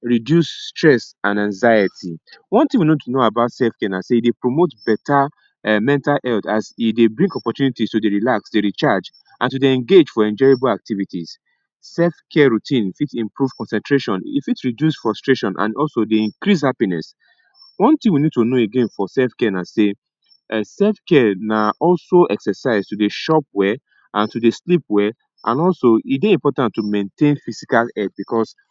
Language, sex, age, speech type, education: Nigerian Pidgin, male, 30-45, spontaneous, tertiary